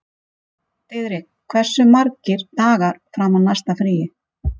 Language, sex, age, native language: Icelandic, female, 50-59, Icelandic